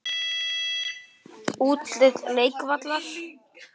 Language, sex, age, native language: Icelandic, male, 12, Icelandic